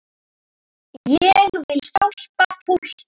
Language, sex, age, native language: Icelandic, female, 10, Icelandic